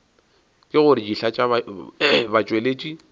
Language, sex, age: Northern Sotho, male, 22